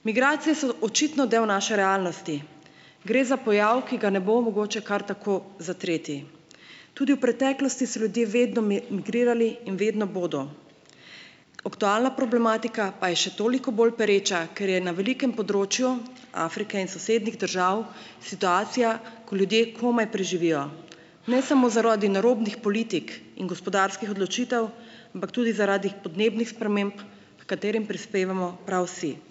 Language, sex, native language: Slovenian, female, Slovenian